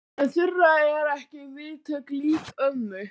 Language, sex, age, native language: Icelandic, male, 11, Icelandic